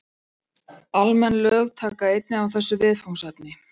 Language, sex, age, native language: Icelandic, female, 40-49, Icelandic